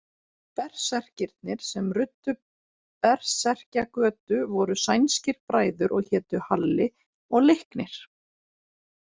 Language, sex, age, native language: Icelandic, female, 40-49, Icelandic